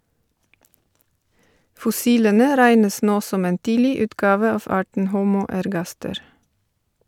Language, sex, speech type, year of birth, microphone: Norwegian, female, read, 1970, Shure